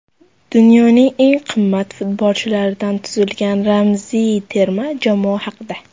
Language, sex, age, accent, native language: Uzbek, female, under 19, Surxondaryo, Uzbek